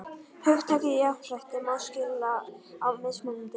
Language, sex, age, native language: Icelandic, female, 11, Icelandic